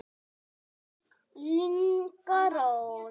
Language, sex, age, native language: Icelandic, female, 9, Icelandic